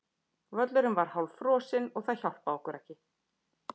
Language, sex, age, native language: Icelandic, female, 50-59, Icelandic